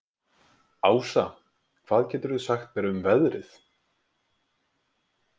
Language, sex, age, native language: Icelandic, male, 20-29, Icelandic